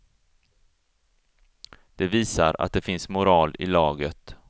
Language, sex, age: Swedish, male, 34